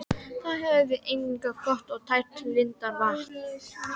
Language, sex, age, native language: Icelandic, female, 12, Icelandic